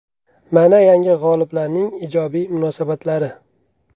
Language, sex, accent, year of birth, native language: Uzbek, male, Andijon, 1994, Uzbek